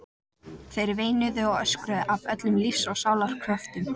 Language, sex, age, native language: Icelandic, female, 14, Icelandic